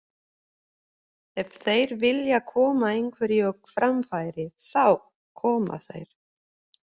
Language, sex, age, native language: Icelandic, female, 50-59, Swedish